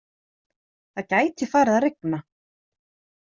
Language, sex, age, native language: Icelandic, female, 30-39, Icelandic